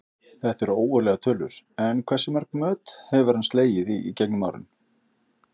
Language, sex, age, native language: Icelandic, male, 50-59, Icelandic